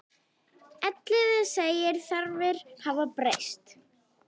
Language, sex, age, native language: Icelandic, female, 10, Icelandic